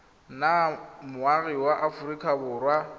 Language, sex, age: Tswana, male, 21